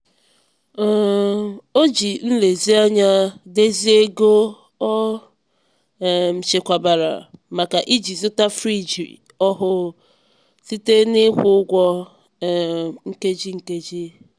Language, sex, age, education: Igbo, female, 15-29, tertiary